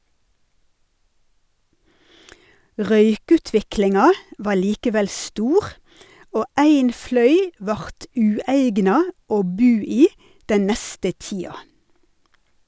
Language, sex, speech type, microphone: Norwegian, female, read, Sennheiser